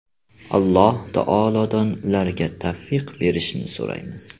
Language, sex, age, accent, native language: Uzbek, male, 18-24, Farg'ona, Uzbek